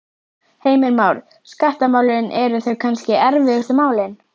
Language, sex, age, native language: Icelandic, female, 11, Icelandic